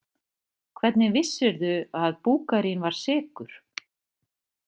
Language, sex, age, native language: Icelandic, female, 30-39, Icelandic